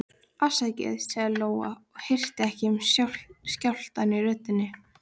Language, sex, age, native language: Icelandic, female, 13, Icelandic